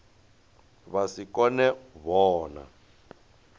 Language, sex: Venda, male